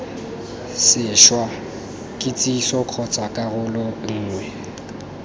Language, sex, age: Tswana, male, 19